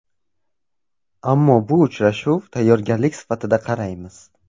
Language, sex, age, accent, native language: Uzbek, male, 18-24, Toshkent viloyati, Uzbek